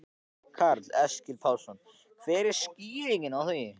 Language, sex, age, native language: Icelandic, male, 14, Icelandic